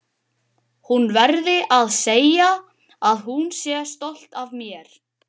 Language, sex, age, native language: Icelandic, male, 12, Icelandic